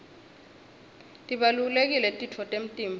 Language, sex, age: Swati, female, 21